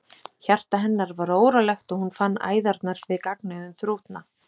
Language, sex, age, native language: Icelandic, female, 30-39, Icelandic